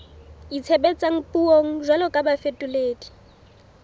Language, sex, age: Southern Sotho, female, 18